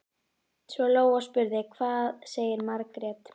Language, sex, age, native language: Icelandic, female, 11, Icelandic